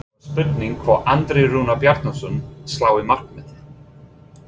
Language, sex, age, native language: Icelandic, male, 30-39, English